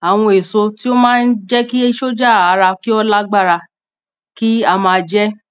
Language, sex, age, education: Yoruba, female, 30-45, tertiary